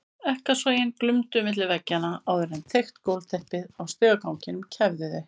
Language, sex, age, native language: Icelandic, female, 50-59, Icelandic